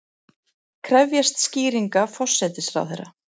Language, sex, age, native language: Icelandic, female, 40-49, Icelandic